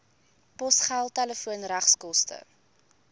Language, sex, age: Afrikaans, female, 21